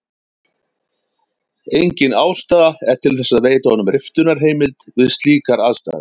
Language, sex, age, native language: Icelandic, male, 50-59, Icelandic